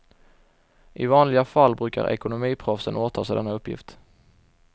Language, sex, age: Swedish, male, 21